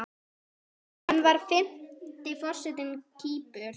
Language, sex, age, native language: Icelandic, female, 9, Icelandic